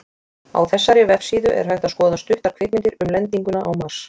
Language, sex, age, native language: Icelandic, female, 20-29, Icelandic